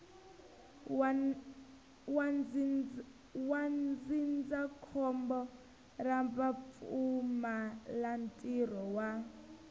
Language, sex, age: Tsonga, female, 19